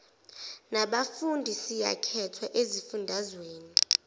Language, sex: Zulu, female